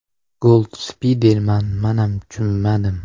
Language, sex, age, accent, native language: Uzbek, male, 18-24, Andijon, Uzbek